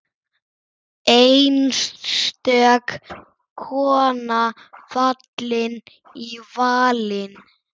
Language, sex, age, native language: Icelandic, male, 6, Icelandic